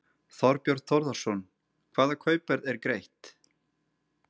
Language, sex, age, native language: Icelandic, male, 30-39, Icelandic